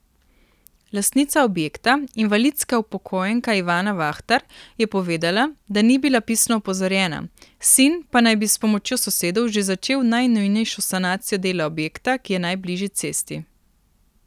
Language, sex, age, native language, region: Slovenian, female, 18-29, Slovenian, Primorsko-notranjska region